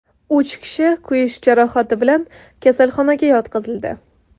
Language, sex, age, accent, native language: Uzbek, female, 18-24, Qoraqalpog'iston, Tajik